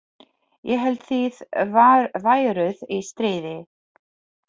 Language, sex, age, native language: Icelandic, female, 40-49, Polish